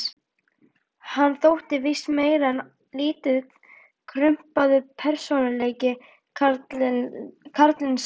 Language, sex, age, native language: Icelandic, female, 12, Icelandic